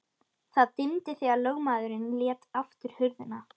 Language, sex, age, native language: Icelandic, female, 13, Icelandic